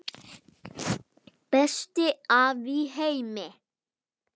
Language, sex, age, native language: Icelandic, male, 9, Icelandic